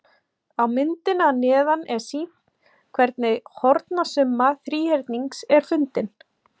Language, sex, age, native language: Icelandic, female, 40-49, Icelandic